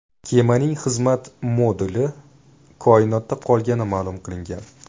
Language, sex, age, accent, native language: Uzbek, male, 19-29, Buxoro, Uzbek